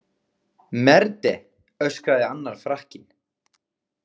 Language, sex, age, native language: Icelandic, male, 20-29, Icelandic